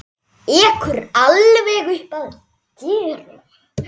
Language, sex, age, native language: Icelandic, female, 10, Icelandic